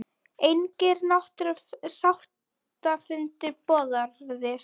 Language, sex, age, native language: Icelandic, female, 40-49, Icelandic